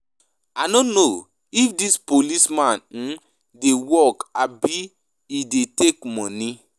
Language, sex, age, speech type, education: Nigerian Pidgin, male, 15-29, spontaneous, tertiary